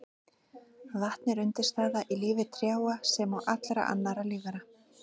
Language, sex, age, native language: Icelandic, female, 40-49, Icelandic